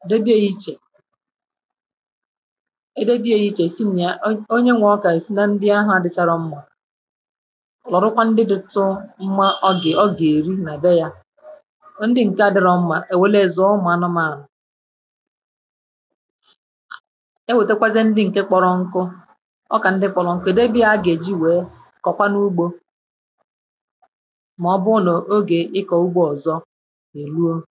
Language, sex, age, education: Igbo, female, 30-45, tertiary